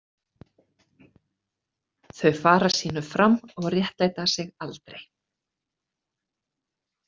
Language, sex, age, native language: Icelandic, female, 30-39, Icelandic